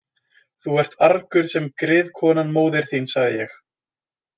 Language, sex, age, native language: Icelandic, male, 20-29, Icelandic